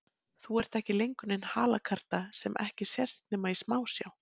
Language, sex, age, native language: Icelandic, female, 20-29, Icelandic